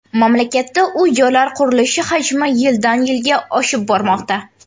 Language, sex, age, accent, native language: Uzbek, female, under 19, Navoiy, Uzbek